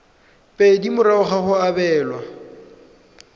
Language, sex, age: Tswana, male, 20